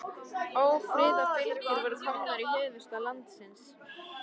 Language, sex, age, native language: Icelandic, female, 13, Icelandic